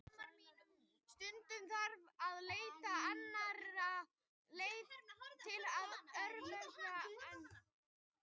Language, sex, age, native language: Icelandic, male, 18-19, Icelandic